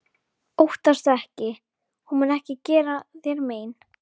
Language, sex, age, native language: Icelandic, female, 11, Icelandic